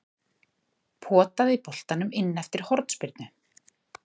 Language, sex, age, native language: Icelandic, female, 30-39, Icelandic